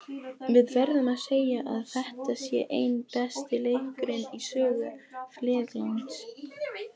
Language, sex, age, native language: Icelandic, female, 20-29, Polish